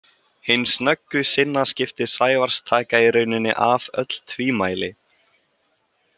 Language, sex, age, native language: Icelandic, male, 18-19, Icelandic